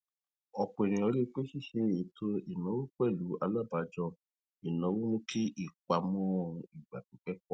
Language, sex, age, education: Yoruba, male, 30-45, tertiary